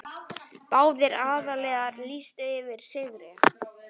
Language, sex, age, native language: Icelandic, male, 9, Icelandic